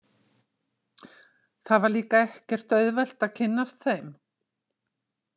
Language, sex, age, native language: Icelandic, female, 60-69, Icelandic